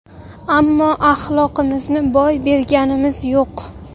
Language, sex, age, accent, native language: Uzbek, female, 19-29, Jizzax, Uzbek